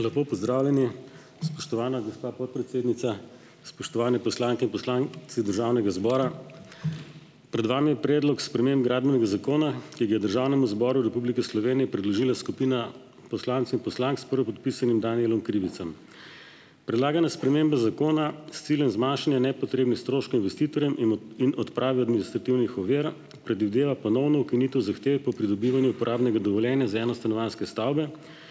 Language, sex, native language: Slovenian, male, Slovenian